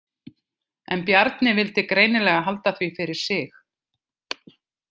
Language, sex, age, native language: Icelandic, female, 50-59, Icelandic